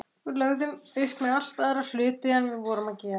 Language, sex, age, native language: Icelandic, female, 40-49, Icelandic